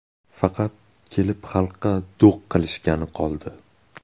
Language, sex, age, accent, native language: Uzbek, male, 18-24, Qashqadaryo, Uzbek